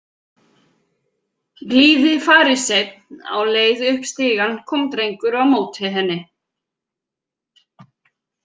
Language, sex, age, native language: Icelandic, female, 50-59, Icelandic